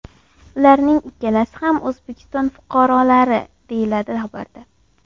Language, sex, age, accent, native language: Uzbek, female, 18-24, Andijon, Uzbek